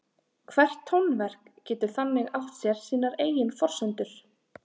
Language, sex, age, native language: Icelandic, female, 30-39, Icelandic